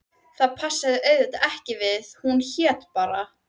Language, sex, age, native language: Icelandic, female, 13, Icelandic